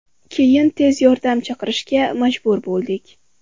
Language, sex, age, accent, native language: Uzbek, female, 18-24, Farg'ona, Uzbek